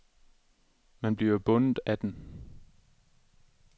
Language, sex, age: Danish, male, 27